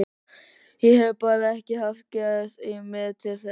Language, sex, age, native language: Icelandic, male, 13, Icelandic